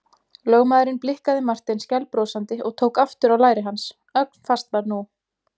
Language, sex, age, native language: Icelandic, female, 20-29, Icelandic